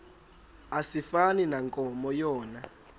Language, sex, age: Xhosa, male, 19